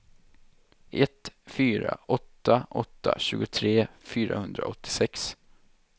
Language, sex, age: Swedish, male, 23